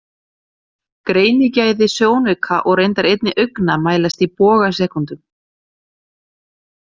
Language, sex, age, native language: Icelandic, female, 40-49, Icelandic